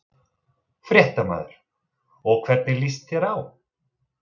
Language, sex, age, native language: Icelandic, male, 30-39, Icelandic